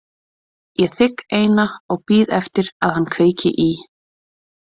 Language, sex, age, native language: Icelandic, female, 30-39, Icelandic